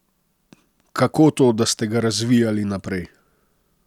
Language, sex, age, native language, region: Slovenian, male, 30-49, Slovenian, Posavska region